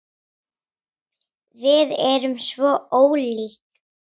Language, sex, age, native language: Icelandic, female, 10, Icelandic